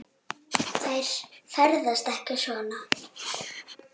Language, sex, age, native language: Icelandic, female, 7, Icelandic